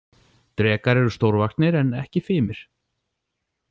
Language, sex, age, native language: Icelandic, male, 40-49, Icelandic